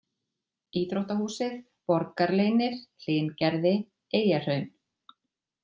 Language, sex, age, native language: Icelandic, female, 40-49, Icelandic